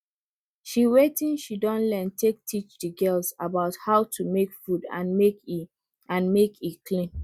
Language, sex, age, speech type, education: Nigerian Pidgin, female, 30-45, spontaneous, tertiary